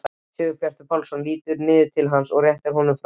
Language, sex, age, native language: Icelandic, male, 13, Icelandic